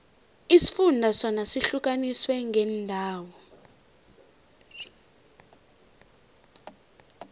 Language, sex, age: South Ndebele, female, 18